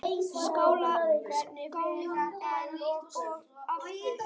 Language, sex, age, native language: Icelandic, male, 8, Icelandic